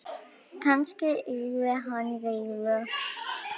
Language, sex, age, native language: Icelandic, female, 10, Icelandic